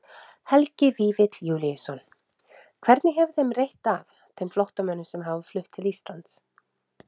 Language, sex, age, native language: Icelandic, female, 30-39, Icelandic